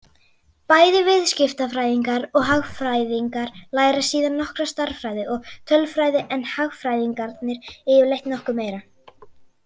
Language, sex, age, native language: Icelandic, female, 40-49, Icelandic